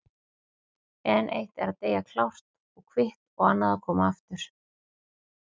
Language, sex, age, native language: Icelandic, female, 40-49, Icelandic